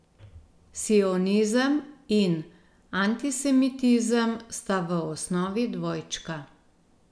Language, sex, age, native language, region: Slovenian, female, 50-59, Slovenian, Gorenjska region